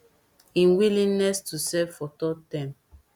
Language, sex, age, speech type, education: Nigerian Pidgin, female, 15-29, spontaneous, tertiary